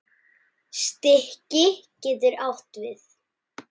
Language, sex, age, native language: Icelandic, male, 9, Icelandic